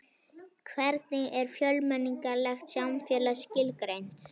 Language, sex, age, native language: Icelandic, female, 21, Icelandic